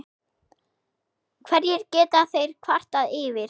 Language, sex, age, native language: Icelandic, male, 6, Icelandic